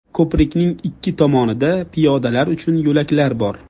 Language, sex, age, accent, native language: Uzbek, male, 25-34, Jizzax, Uzbek